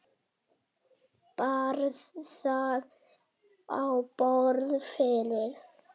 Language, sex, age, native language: Icelandic, female, 18-19, Icelandic